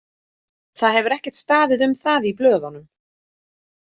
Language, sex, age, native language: Icelandic, female, 30-39, Icelandic